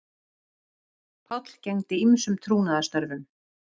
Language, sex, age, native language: Icelandic, female, 50-59, Icelandic